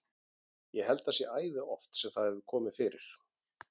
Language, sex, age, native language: Icelandic, male, 40-49, Icelandic